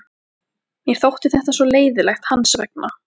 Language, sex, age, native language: Icelandic, female, 14, Icelandic